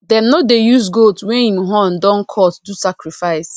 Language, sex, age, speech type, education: Nigerian Pidgin, female, 30-45, spontaneous, tertiary